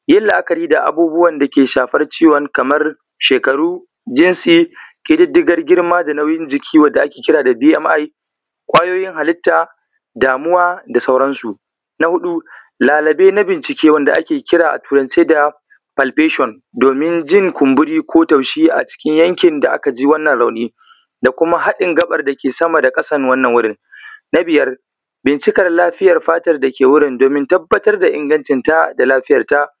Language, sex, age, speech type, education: Hausa, male, 15-29, spontaneous, primary